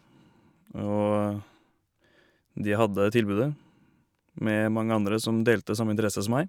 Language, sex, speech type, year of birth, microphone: Norwegian, male, spontaneous, 1989, Shure